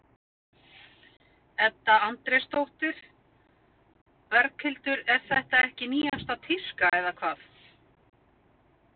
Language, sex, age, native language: Icelandic, female, 50-59, Icelandic